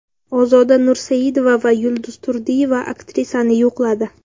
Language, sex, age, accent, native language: Uzbek, female, under 19, Samarqand, Uzbek